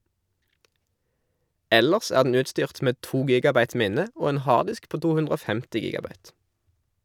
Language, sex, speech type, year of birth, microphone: Norwegian, male, read, 1991, Shure